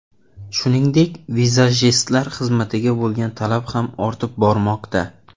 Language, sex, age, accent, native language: Uzbek, male, 19-29, Xorazm, Uzbek